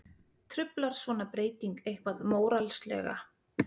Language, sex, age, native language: Icelandic, female, 30-39, Icelandic